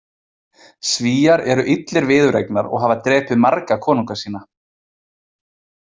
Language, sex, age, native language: Icelandic, male, 20-29, Icelandic